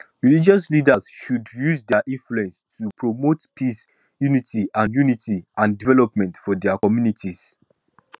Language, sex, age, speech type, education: Nigerian Pidgin, male, 15-29, spontaneous, tertiary